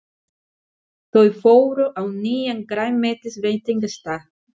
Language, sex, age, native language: Icelandic, female, 40-49, Spanish